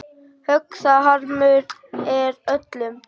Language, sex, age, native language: Icelandic, female, 9, Icelandic